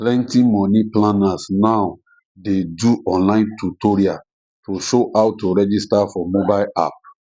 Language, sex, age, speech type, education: Nigerian Pidgin, male, 30-45, spontaneous, tertiary